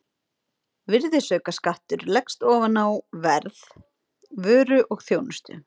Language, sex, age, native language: Icelandic, female, 30-39, Icelandic